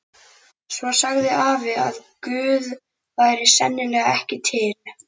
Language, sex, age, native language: Icelandic, male, 11, Icelandic